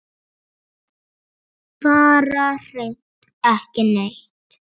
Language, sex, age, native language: Icelandic, female, 7, Icelandic